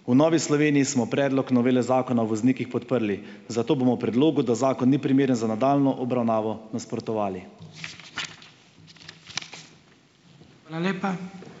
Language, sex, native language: Slovenian, male, Slovenian